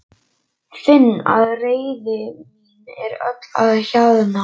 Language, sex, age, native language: Icelandic, male, 11, Icelandic